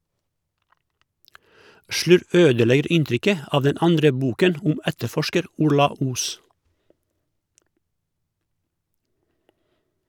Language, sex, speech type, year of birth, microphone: Norwegian, male, read, 1971, Shure